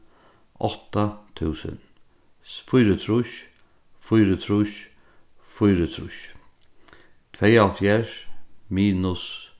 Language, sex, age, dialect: Faroese, male, 36-60, Norðurstreymoy/Eysturoy